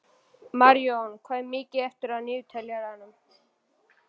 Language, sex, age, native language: Icelandic, male, 11, Icelandic